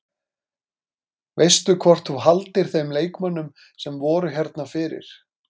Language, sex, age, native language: Icelandic, male, 30-39, Icelandic